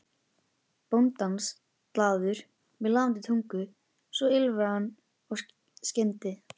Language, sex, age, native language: Icelandic, female, 11, Icelandic